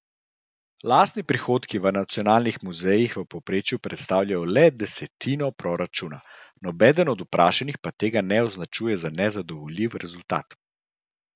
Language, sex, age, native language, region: Slovenian, male, 30-49, Slovenian, Central Slovenia